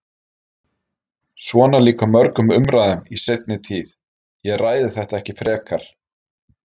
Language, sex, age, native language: Icelandic, male, 30-39, Icelandic